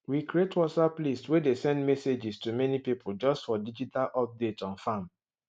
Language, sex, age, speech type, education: Nigerian Pidgin, male, 15-29, spontaneous, tertiary